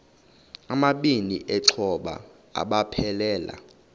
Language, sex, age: Xhosa, male, 31